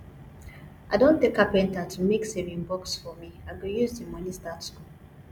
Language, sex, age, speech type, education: Nigerian Pidgin, female, 15-29, spontaneous, tertiary